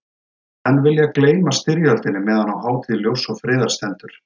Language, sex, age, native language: Icelandic, male, 30-39, Icelandic